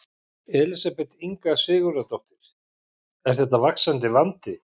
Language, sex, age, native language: Icelandic, male, 50-59, Icelandic